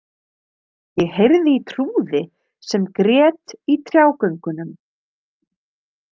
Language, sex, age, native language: Icelandic, female, 30-39, Icelandic